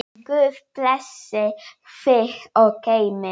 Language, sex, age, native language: Icelandic, female, 9, Polish